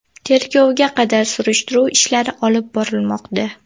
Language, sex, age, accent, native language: Uzbek, female, 19-29, Toshkent viloyati, Uzbek